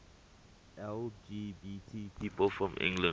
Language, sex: English, male